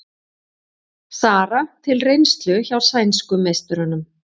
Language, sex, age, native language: Icelandic, female, 40-49, Icelandic